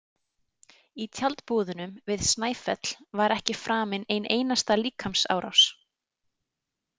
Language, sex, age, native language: Icelandic, female, 30-39, Icelandic